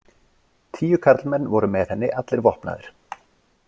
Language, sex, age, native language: Icelandic, male, 40-49, Icelandic